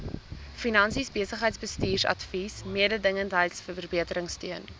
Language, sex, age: Afrikaans, female, 19